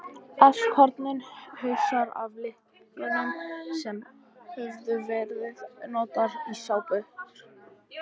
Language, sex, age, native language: Icelandic, female, 14, Icelandic